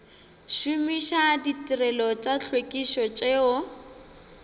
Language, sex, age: Northern Sotho, female, 19